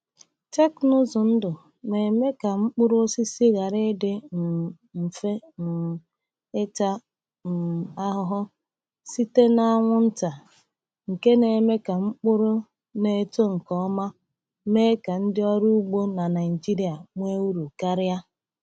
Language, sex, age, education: Igbo, female, 30-45, tertiary